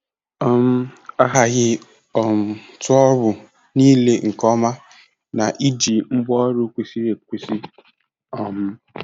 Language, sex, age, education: Igbo, male, 15-29, tertiary